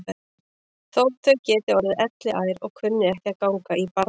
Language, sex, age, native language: Icelandic, female, 40-49, Icelandic